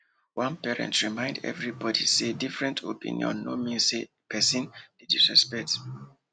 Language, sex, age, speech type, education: Nigerian Pidgin, male, 15-29, spontaneous, tertiary